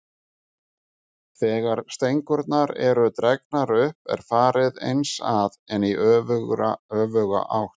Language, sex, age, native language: Icelandic, male, 50-59, Icelandic